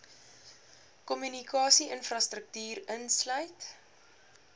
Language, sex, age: Afrikaans, female, 21